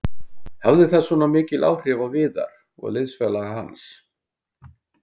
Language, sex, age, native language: Icelandic, male, 50-59, Icelandic